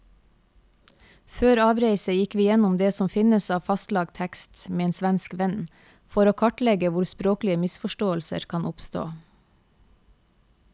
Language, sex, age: Norwegian, female, 28